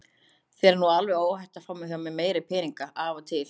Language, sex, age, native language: Icelandic, other, 30-39, Icelandic